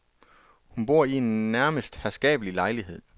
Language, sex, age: Danish, male, 33